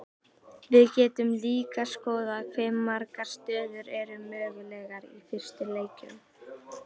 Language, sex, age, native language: Icelandic, female, 18-19, Icelandic